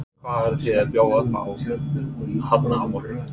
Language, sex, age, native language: Icelandic, male, 30-39, English